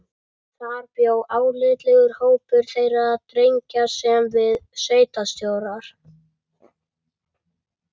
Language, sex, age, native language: Icelandic, male, 11, Icelandic